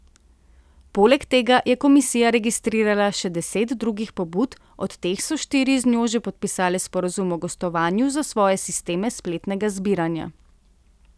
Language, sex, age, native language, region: Slovenian, female, 30-49, Slovenian, Central Slovenia